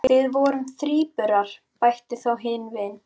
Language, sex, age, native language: Icelandic, female, 12, Icelandic